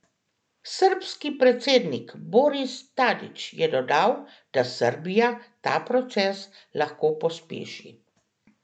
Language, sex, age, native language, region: Slovenian, female, 50-59, Slovenian, Central Slovenia